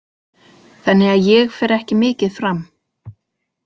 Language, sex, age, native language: Icelandic, female, 40-49, Icelandic